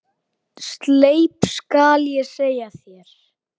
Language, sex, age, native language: Icelandic, male, 10, Icelandic